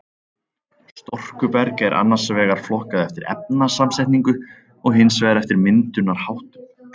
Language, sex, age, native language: Icelandic, male, 30-39, Icelandic